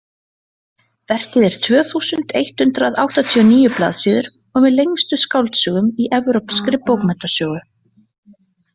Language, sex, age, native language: Icelandic, female, 40-49, Icelandic